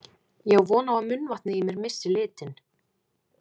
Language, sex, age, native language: Icelandic, female, 20-29, Icelandic